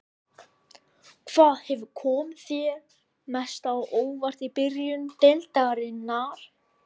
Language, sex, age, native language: Icelandic, male, 13, Icelandic